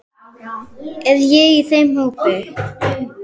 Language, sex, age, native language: Icelandic, female, 10, Icelandic